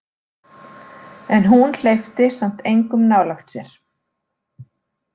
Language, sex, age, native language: Icelandic, female, 40-49, Icelandic